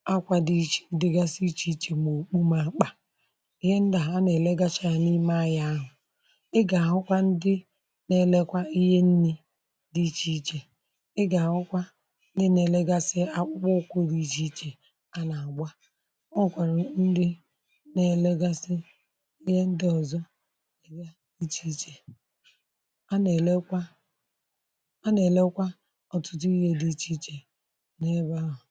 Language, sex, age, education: Igbo, male, 30-45, tertiary